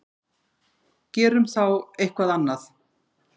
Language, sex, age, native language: Icelandic, female, 50-59, Icelandic